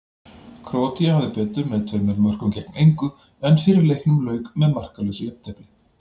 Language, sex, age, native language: Icelandic, male, 40-49, Icelandic